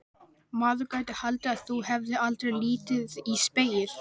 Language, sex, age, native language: Icelandic, male, 12, Icelandic